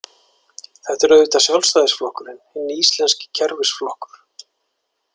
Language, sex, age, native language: Icelandic, male, 40-49, Icelandic